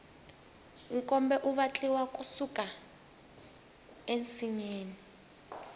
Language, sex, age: Tsonga, female, 20